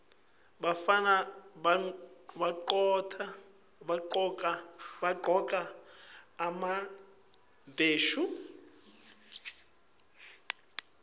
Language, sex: Swati, male